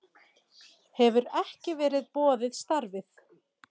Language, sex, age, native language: Icelandic, female, 40-49, Icelandic